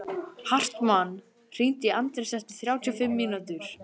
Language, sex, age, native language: Icelandic, male, 11, Icelandic